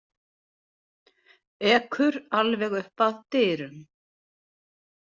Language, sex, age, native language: Icelandic, female, 60-69, Icelandic